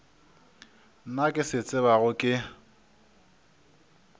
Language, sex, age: Northern Sotho, male, 26